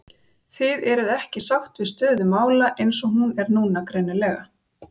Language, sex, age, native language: Icelandic, female, 30-39, Icelandic